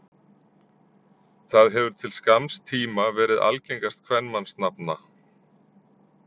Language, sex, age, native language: Icelandic, male, 40-49, Icelandic